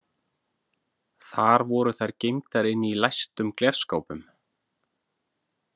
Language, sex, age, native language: Icelandic, male, 40-49, Icelandic